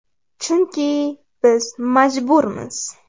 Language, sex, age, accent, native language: Uzbek, female, under 19, Navoiy, Uzbek